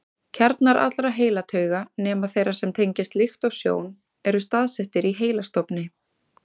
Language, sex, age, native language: Icelandic, female, 20-29, Icelandic